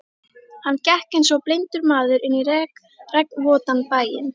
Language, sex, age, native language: Icelandic, female, 13, Icelandic